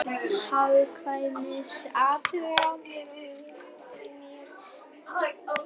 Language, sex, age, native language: Icelandic, female, 11, Icelandic